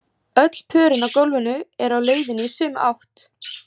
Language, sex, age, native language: Icelandic, female, 18-19, Icelandic